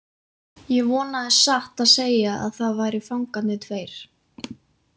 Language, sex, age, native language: Icelandic, female, 20-29, Icelandic